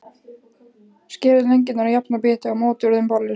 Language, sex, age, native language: Icelandic, female, 15, Icelandic